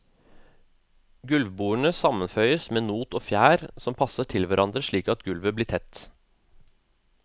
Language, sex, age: Norwegian, male, 36